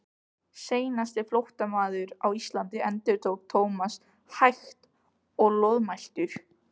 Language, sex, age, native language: Icelandic, other, 15, Icelandic